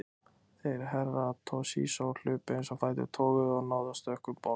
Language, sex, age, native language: Icelandic, male, 20-29, Icelandic